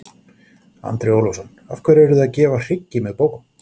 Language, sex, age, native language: Icelandic, male, 40-49, Icelandic